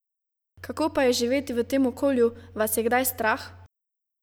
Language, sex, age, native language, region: Slovenian, female, 18-29, Slovenian, Savinja region